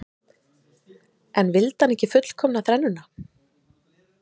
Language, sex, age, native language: Icelandic, female, 30-39, Icelandic